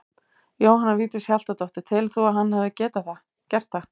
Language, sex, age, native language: Icelandic, female, 18-19, Icelandic